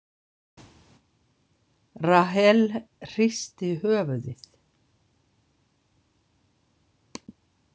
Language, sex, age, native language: Icelandic, female, 60-69, Icelandic